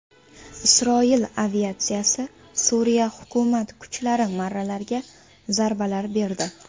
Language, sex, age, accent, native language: Uzbek, female, 18-24, Jizzax, Uzbek